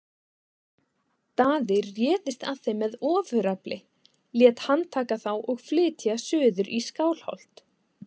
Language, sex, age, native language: Icelandic, female, 20-29, Icelandic